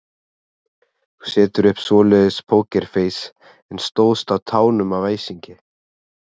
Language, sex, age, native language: Icelandic, male, 30-39, Icelandic